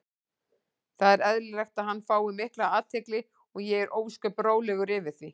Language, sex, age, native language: Icelandic, female, 40-49, Icelandic